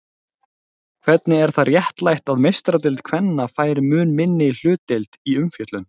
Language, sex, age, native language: Icelandic, male, 20-29, Icelandic